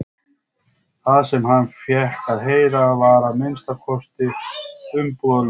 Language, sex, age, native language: Icelandic, male, 50-59, Icelandic